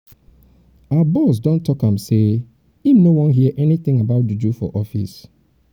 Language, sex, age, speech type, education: Nigerian Pidgin, male, 30-45, spontaneous, tertiary